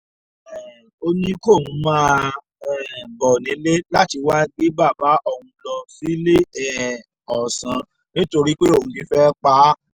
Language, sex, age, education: Yoruba, male, 30-45, tertiary